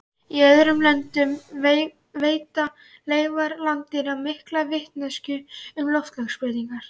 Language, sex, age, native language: Icelandic, male, 11, Icelandic